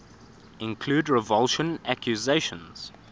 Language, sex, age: English, male, 24